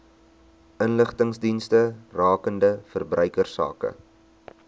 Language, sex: Afrikaans, male